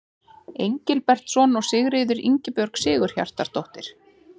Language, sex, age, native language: Icelandic, female, 30-39, Icelandic